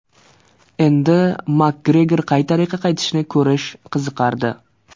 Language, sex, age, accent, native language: Uzbek, male, 18-24, Surxondaryo, Uzbek